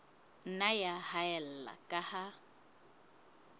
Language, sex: Southern Sotho, female